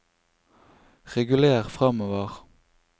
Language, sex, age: Norwegian, male, 24